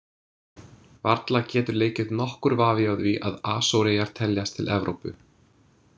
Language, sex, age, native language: Icelandic, male, 20-29, English